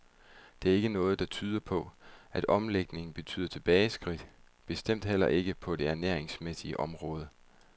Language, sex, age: Danish, male, 31